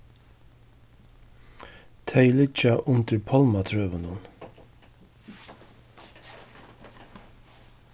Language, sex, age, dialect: Faroese, male, 36-60, Suðurstreymoy